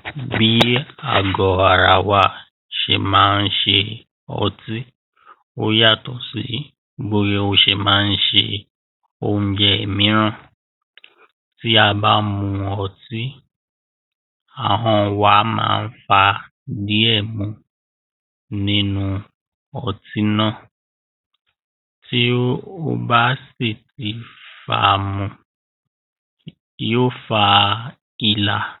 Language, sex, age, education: Yoruba, male, 15-29, primary